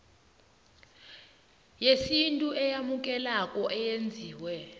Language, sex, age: South Ndebele, female, 20